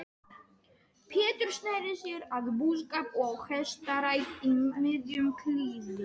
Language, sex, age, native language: Icelandic, male, 18-19, Polish